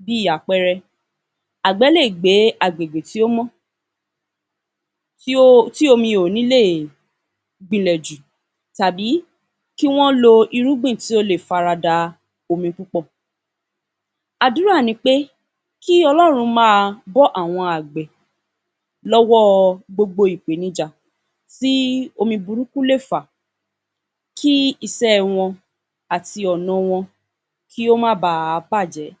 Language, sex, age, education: Yoruba, female, 15-29, tertiary